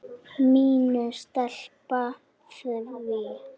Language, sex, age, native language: Icelandic, female, 10, Icelandic